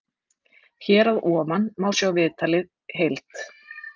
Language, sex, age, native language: Icelandic, female, 30-39, Icelandic